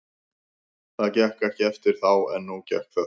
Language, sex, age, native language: Icelandic, male, 50-59, Icelandic